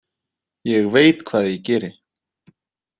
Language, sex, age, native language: Icelandic, male, 30-39, Icelandic